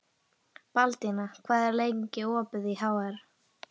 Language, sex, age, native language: Icelandic, female, 11, Icelandic